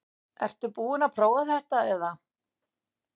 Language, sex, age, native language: Icelandic, female, 60-69, Icelandic